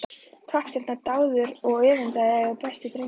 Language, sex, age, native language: Icelandic, female, 11, Icelandic